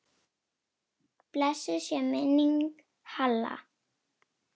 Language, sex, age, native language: Icelandic, female, 9, Icelandic